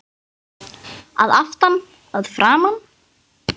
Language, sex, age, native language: Icelandic, other, 10, Icelandic